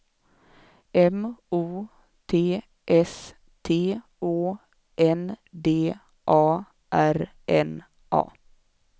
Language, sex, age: Swedish, female, 24